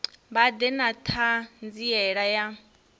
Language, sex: Venda, female